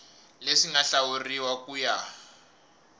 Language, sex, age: Tsonga, male, 21